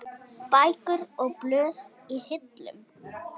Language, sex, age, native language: Icelandic, female, 10, Icelandic